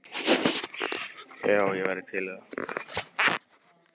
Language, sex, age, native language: Icelandic, male, 18-19, Icelandic